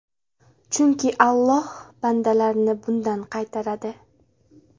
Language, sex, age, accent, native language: Uzbek, female, 18-24, Andijon, Uzbek